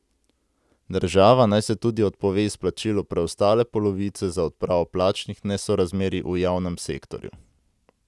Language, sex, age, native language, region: Slovenian, male, 18-29, Slovenian, Central Slovenia